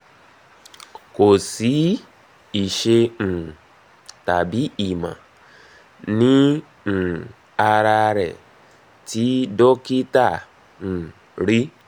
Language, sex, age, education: Yoruba, male, 30-45, tertiary